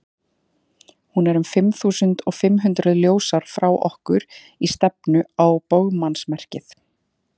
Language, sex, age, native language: Icelandic, female, 30-39, Icelandic